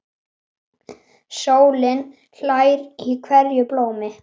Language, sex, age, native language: Icelandic, female, 9, Icelandic